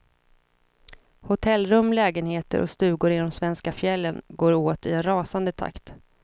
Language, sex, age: Swedish, female, 26